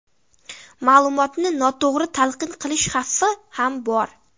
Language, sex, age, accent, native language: Uzbek, female, 12-17, Samarqand, Uzbek